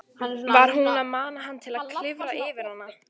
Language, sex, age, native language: Icelandic, female, 14, Icelandic